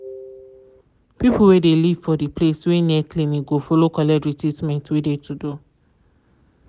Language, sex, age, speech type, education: Nigerian Pidgin, female, 15-29, spontaneous, tertiary